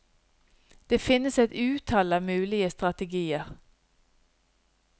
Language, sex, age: Norwegian, female, 50